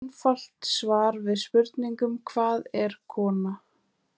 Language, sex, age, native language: Icelandic, female, 20-29, Icelandic